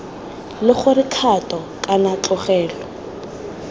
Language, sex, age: Tswana, female, 20